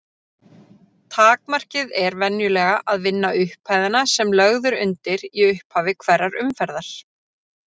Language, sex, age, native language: Icelandic, female, 30-39, Icelandic